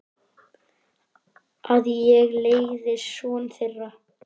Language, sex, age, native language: Icelandic, male, 9, Icelandic